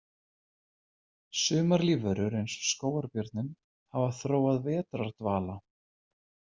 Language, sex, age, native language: Icelandic, male, 40-49, Icelandic